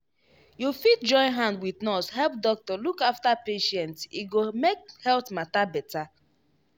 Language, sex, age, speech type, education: Nigerian Pidgin, female, 15-29, spontaneous, tertiary